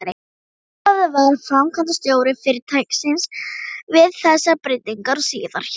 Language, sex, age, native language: Icelandic, female, 12, Icelandic